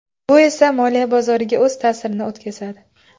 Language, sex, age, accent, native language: Uzbek, female, 18-24, Qashqadaryo, Uzbek